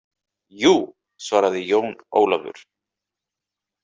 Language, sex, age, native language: Icelandic, male, 30-39, Icelandic